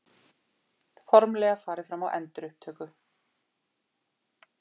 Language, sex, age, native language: Icelandic, female, 40-49, Icelandic